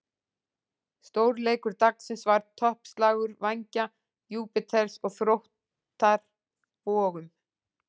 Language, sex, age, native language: Icelandic, female, 40-49, Icelandic